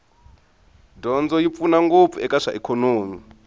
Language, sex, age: Tsonga, male, 23